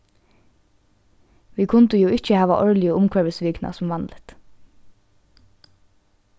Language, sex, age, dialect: Faroese, female, 15-35, Norðurstreymoy/Eysturoy